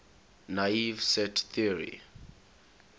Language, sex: English, male